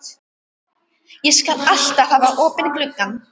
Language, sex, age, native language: Icelandic, female, 12, Icelandic